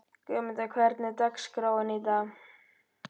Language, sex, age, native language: Icelandic, male, 12, Icelandic